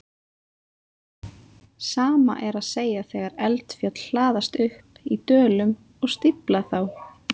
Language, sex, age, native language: Icelandic, female, 20-29, Icelandic